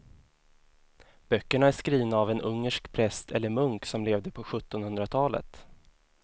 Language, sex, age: Swedish, male, 24